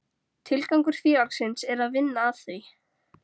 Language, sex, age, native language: Icelandic, female, 13, Icelandic